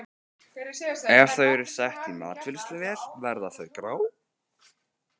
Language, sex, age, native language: Icelandic, male, 13, Icelandic